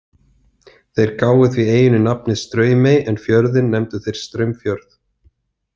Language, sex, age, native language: Icelandic, male, 30-39, Icelandic